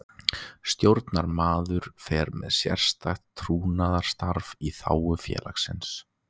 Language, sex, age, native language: Icelandic, male, 20-29, Icelandic